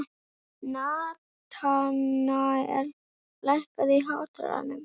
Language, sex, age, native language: Icelandic, female, 11, Icelandic